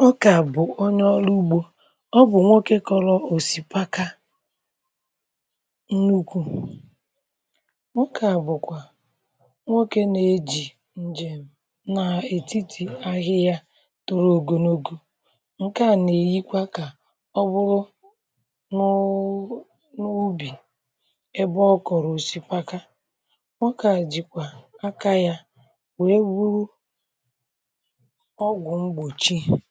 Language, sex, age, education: Igbo, male, 30-45, tertiary